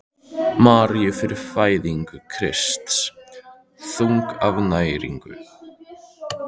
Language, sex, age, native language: Icelandic, male, 13, Icelandic